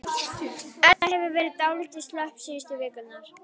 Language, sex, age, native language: Icelandic, female, 11, Icelandic